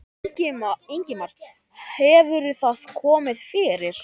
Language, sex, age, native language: Icelandic, male, 10, Icelandic